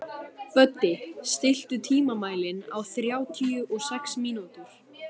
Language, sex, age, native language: Icelandic, male, 14, Icelandic